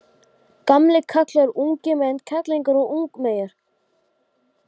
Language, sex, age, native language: Icelandic, male, 12, Icelandic